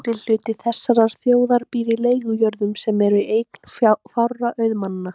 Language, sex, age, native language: Icelandic, female, 18-19, Icelandic